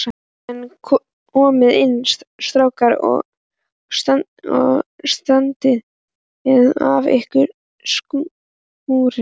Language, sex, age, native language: Icelandic, male, 11, Icelandic